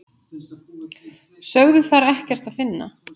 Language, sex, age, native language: Icelandic, female, 10, Icelandic